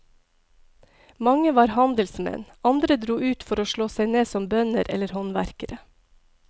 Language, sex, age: Norwegian, female, 42